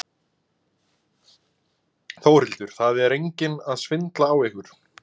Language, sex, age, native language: Icelandic, male, 20-29, Icelandic